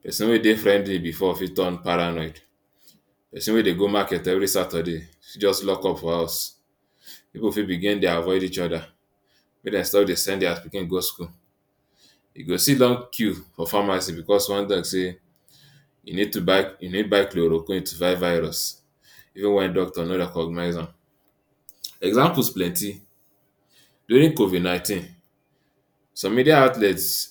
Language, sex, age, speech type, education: Nigerian Pidgin, male, 15-29, spontaneous, tertiary